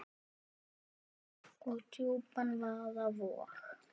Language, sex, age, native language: Icelandic, male, 9, Icelandic